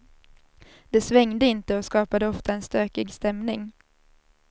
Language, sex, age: Swedish, female, 27